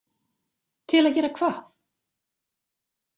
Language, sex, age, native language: Icelandic, female, 40-49, Icelandic